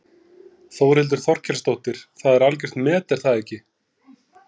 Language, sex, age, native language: Icelandic, male, 30-39, Icelandic